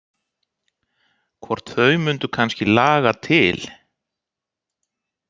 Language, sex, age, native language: Icelandic, male, 60-69, Icelandic